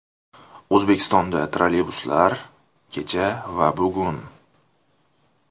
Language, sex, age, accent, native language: Uzbek, male, 19-29, Toshkent shahri, Uzbek